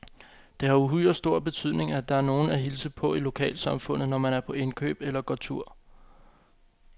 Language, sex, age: Danish, male, 25